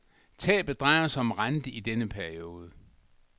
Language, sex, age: Danish, male, 62